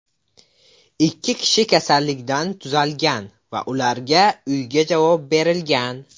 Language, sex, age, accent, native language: Uzbek, male, under 19, Buxoro, Uzbek